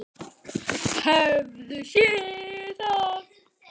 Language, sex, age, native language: Icelandic, male, 8, Icelandic